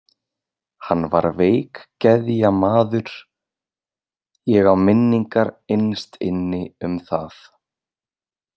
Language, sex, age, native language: Icelandic, male, 20-29, Icelandic